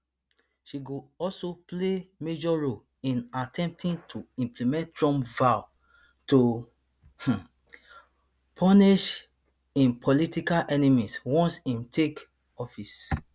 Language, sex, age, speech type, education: Nigerian Pidgin, male, 30-45, spontaneous, tertiary